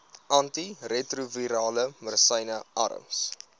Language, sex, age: Afrikaans, male, 20